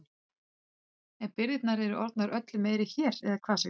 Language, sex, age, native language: Icelandic, female, 30-39, Icelandic